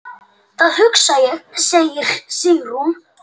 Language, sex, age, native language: Icelandic, male, 8, Icelandic